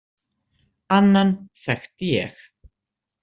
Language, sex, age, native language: Icelandic, female, 60-69, Icelandic